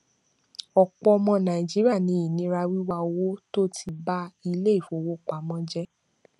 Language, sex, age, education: Yoruba, female, 15-29, tertiary